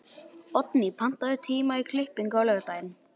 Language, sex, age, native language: Icelandic, male, 18-19, Icelandic